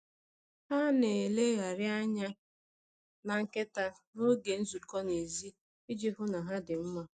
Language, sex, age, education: Igbo, female, 30-45, tertiary